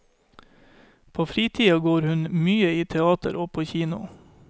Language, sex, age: Norwegian, male, 31